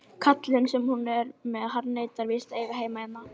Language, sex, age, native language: Icelandic, female, 18-19, Icelandic